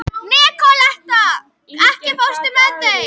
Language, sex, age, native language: Icelandic, female, 11, Icelandic